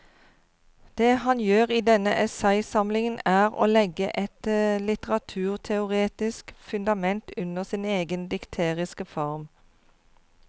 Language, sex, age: Norwegian, female, 52